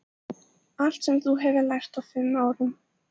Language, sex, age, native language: Icelandic, female, 14, Icelandic